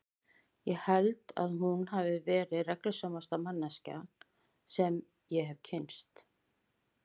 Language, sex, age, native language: Icelandic, female, 50-59, Icelandic